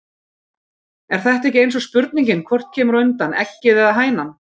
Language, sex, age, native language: Icelandic, female, 30-39, Icelandic